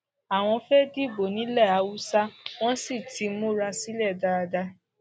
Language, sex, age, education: Yoruba, female, 46-60, secondary